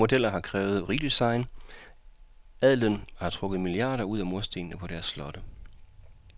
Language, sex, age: Danish, male, 40